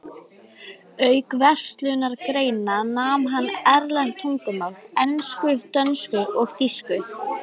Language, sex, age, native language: Icelandic, female, 20-29, Icelandic